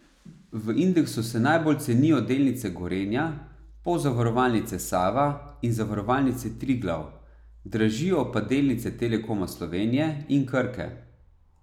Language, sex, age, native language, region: Slovenian, male, 30-49, Slovenian, Savinja region